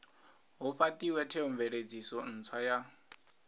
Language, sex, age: Venda, male, 22